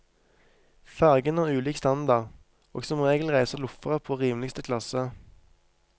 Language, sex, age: Norwegian, male, 23